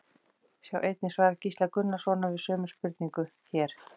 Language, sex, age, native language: Icelandic, female, 40-49, Icelandic